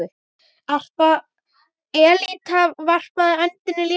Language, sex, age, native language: Icelandic, female, 9, Icelandic